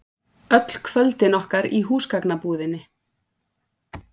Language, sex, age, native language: Icelandic, female, 40-49, Icelandic